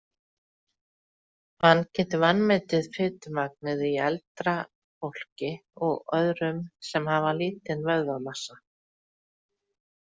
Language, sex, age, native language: Icelandic, female, 40-49, Icelandic